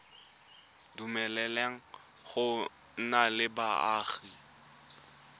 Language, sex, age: Tswana, male, 20